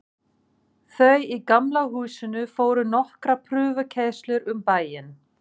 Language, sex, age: Icelandic, female, 40-49